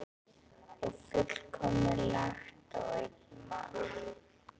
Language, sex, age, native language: Icelandic, female, 11, Icelandic